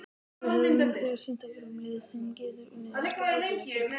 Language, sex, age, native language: Icelandic, male, 18-19, Icelandic